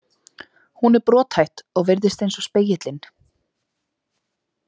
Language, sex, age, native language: Icelandic, female, 20-29, Icelandic